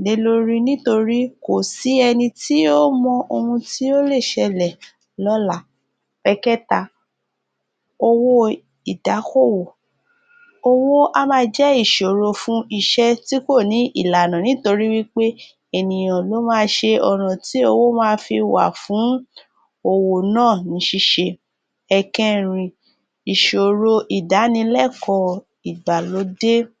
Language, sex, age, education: Yoruba, female, 30-45, tertiary